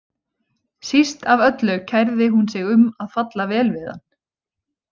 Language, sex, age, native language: Icelandic, female, 20-29, Icelandic